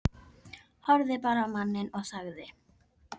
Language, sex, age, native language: Icelandic, female, 11, Icelandic